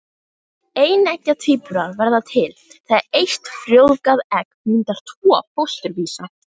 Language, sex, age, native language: Icelandic, female, 18-19, Icelandic